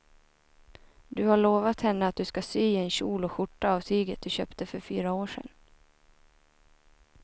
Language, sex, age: Swedish, female, 24